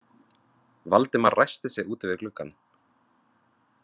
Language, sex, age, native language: Icelandic, male, 20-29, Vietnamese